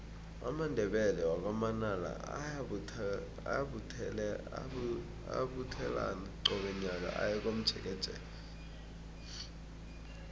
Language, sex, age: South Ndebele, male, 20